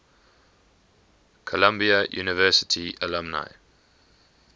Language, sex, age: English, male, 21